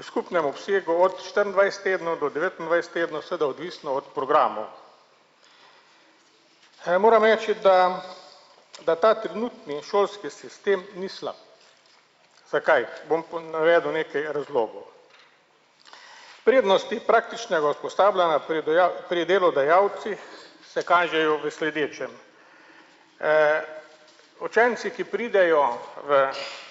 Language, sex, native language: Slovenian, male, Slovenian